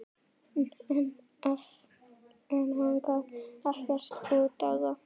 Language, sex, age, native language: Icelandic, female, 12, Icelandic